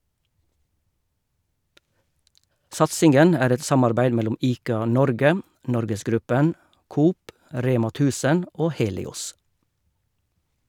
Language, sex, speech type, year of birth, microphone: Norwegian, male, read, 1956, Shure